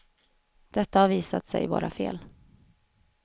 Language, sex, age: Swedish, female, 31